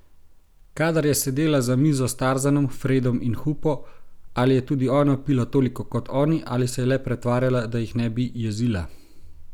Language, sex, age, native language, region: Slovenian, male, 30-49, Slovenian, Gorenjska region